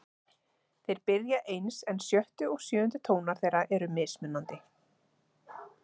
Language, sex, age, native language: Icelandic, female, 30-39, Icelandic